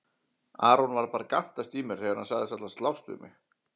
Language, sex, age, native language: Icelandic, male, 40-49, Icelandic